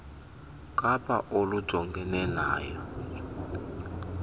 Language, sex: Xhosa, male